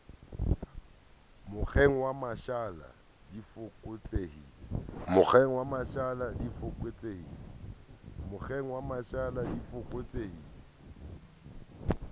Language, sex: Southern Sotho, male